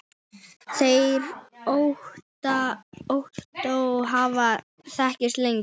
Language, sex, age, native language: Icelandic, male, 9, Icelandic